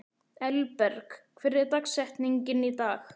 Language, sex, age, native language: Icelandic, male, 12, Icelandic